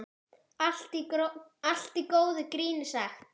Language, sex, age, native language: Icelandic, female, 10, Icelandic